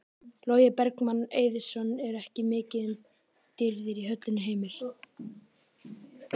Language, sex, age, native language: Icelandic, male, 18-19, Icelandic